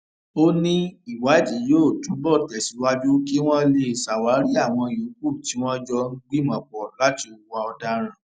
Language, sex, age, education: Yoruba, male, 30-45, tertiary